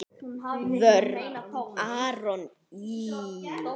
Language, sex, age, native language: Icelandic, male, 9, Icelandic